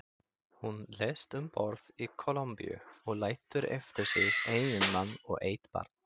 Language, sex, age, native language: Icelandic, male, 30-39, Icelandic